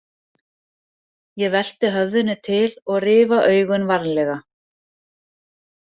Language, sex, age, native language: Icelandic, female, 40-49, Icelandic